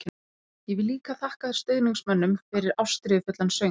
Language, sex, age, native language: Icelandic, female, 30-39, Icelandic